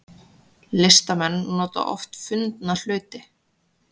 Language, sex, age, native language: Icelandic, female, 20-29, Icelandic